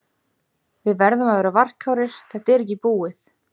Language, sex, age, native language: Icelandic, female, 18-19, Icelandic